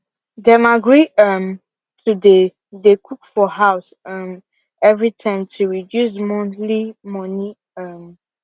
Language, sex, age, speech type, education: Nigerian Pidgin, female, 15-29, spontaneous, secondary